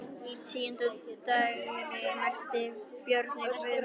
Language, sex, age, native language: Icelandic, female, 13, Icelandic